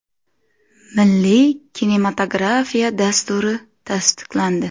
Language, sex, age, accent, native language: Uzbek, female, 25-34, Xorazm, Uzbek